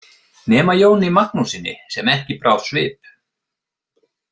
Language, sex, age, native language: Icelandic, male, 50-59, Icelandic